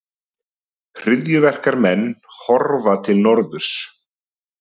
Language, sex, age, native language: Icelandic, male, 30-39, Icelandic